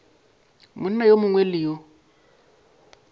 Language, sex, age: Northern Sotho, male, 22